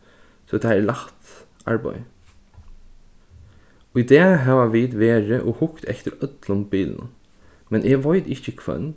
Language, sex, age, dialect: Faroese, male, 15-35, Norðurstreymoy/Eysturoy